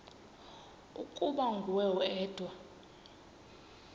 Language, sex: Xhosa, female